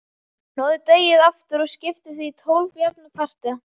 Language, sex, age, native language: Icelandic, male, 11, Icelandic